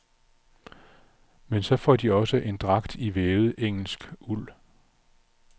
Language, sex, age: Danish, male, 46